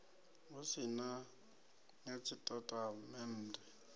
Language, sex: Venda, male